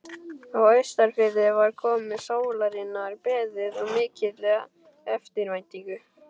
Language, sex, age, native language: Icelandic, male, 12, Icelandic